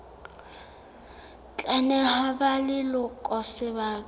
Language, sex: Southern Sotho, female